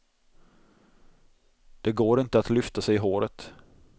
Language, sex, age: Swedish, male, 26